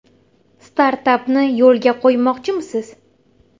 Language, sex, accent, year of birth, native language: Uzbek, female, Toshkent shahri, 1999, Uzbek